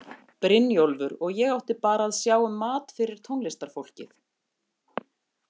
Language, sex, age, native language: Icelandic, female, 50-59, Icelandic